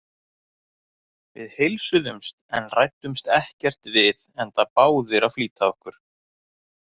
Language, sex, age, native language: Icelandic, male, 30-39, Icelandic